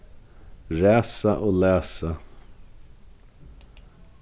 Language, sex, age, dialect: Faroese, male, 36-60, Vágar